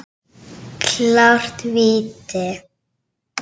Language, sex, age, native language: Icelandic, female, 7, Icelandic